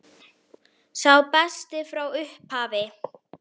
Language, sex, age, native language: Icelandic, female, 9, Icelandic